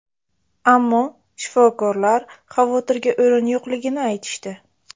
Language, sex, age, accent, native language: Uzbek, female, 25-34, Buxoro, Uzbek